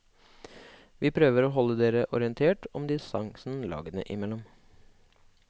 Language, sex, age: Norwegian, male, 25